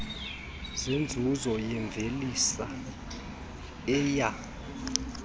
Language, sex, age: Xhosa, male, 32